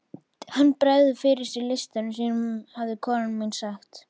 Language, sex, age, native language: Icelandic, female, 11, Icelandic